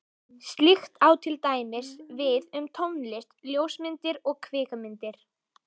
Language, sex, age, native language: Icelandic, female, 18-19, Icelandic